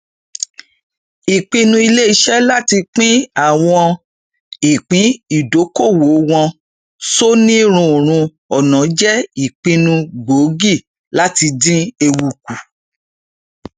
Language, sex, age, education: Yoruba, female, 46-60, tertiary